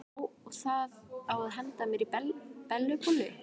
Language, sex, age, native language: Icelandic, female, 12, Icelandic